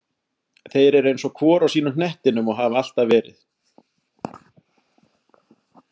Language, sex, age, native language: Icelandic, male, 40-49, Icelandic